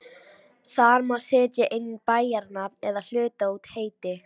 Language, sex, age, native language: Icelandic, female, 18-19, Icelandic